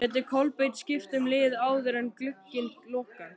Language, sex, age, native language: Icelandic, male, 13, Icelandic